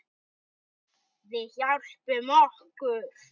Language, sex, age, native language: Icelandic, male, 9, Icelandic